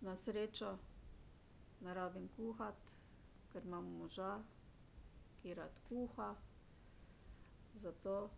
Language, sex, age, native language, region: Slovenian, female, 60+, Slovenian, Drava region